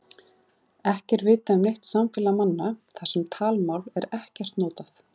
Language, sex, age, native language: Icelandic, female, 30-39, Icelandic